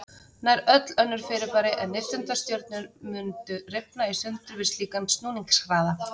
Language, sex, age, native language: Icelandic, female, 30-39, Icelandic